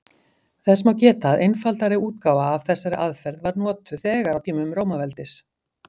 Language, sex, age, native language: Icelandic, female, 50-59, Icelandic